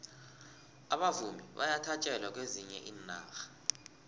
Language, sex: South Ndebele, male